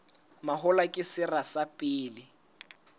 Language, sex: Southern Sotho, male